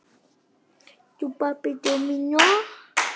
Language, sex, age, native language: Icelandic, female, 10, Icelandic